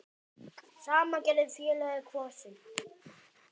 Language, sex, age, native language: Icelandic, male, 10, Icelandic